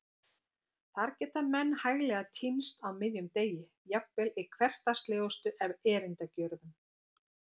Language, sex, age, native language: Icelandic, female, 50-59, Icelandic